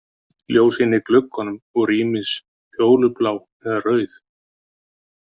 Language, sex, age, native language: Icelandic, male, 50-59, Icelandic